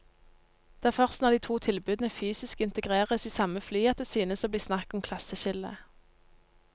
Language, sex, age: Norwegian, female, 19